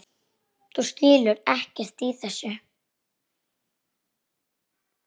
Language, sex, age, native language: Icelandic, female, 9, Icelandic